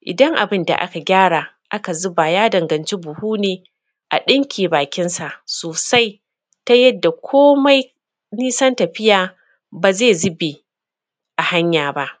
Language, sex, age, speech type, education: Hausa, female, 30-45, spontaneous, secondary